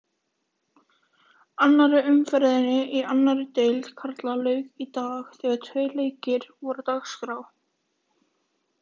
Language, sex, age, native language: Icelandic, female, 18-19, Icelandic